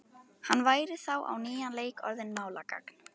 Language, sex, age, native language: Icelandic, female, 11, Icelandic